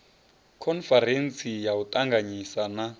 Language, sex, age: Venda, male, 30